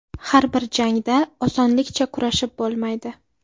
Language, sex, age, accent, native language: Uzbek, female, 18-24, Qashqadaryo, Uzbek